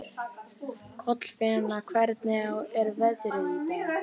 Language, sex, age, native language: Icelandic, male, 12, Icelandic